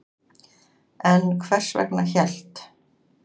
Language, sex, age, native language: Icelandic, female, 40-49, Icelandic